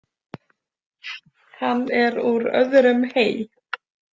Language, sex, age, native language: Icelandic, female, 30-39, Icelandic